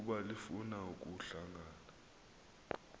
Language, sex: Xhosa, male